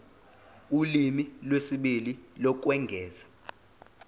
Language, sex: Zulu, male